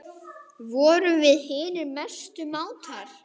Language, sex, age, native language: Icelandic, male, 9, Icelandic